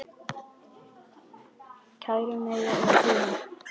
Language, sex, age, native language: Icelandic, male, 9, Icelandic